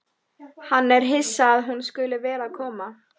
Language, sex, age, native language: Icelandic, female, 13, Icelandic